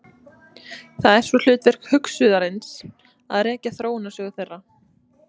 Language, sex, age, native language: Icelandic, female, 20-29, Icelandic